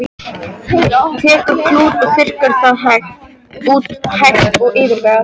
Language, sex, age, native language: Icelandic, female, 13, Icelandic